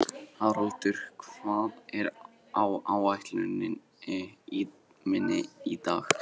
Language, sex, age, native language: Icelandic, male, 14, Icelandic